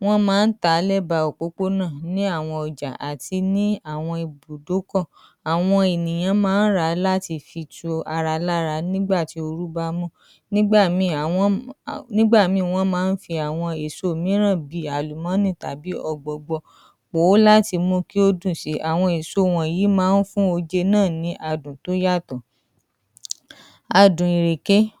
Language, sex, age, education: Yoruba, female, 30-45, tertiary